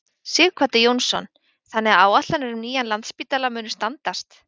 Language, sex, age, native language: Icelandic, female, 20-29, Icelandic